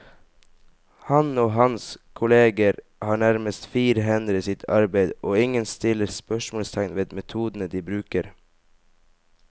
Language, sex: Norwegian, male